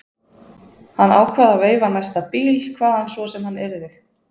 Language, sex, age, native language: Icelandic, female, 20-29, Icelandic